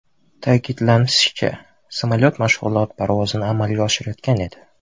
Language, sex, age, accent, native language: Uzbek, male, 18-24, Toshkent shahri, Uzbek